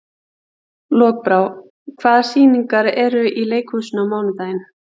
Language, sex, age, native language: Icelandic, female, 40-49, Icelandic